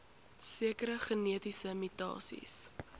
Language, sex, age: Afrikaans, female, 21